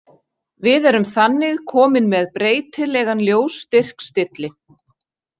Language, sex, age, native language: Icelandic, female, 40-49, Icelandic